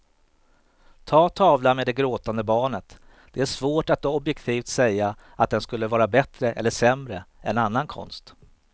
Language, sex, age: Swedish, male, 38